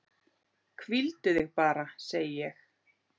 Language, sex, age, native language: Icelandic, male, 8, Icelandic